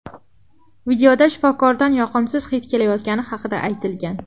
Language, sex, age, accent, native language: Uzbek, female, 12-17, Farg'ona, Uzbek